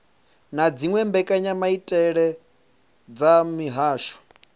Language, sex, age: Venda, male, 25